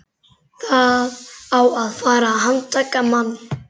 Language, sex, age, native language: Icelandic, male, 11, Icelandic